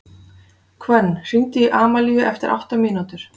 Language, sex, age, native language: Icelandic, female, 40-49, Icelandic